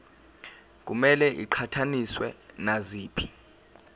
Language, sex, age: Zulu, male, 19